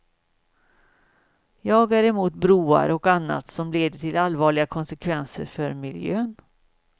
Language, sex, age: Swedish, female, 56